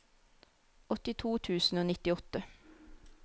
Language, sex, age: Norwegian, female, 34